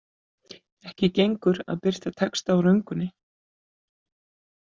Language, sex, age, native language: Icelandic, female, 50-59, Icelandic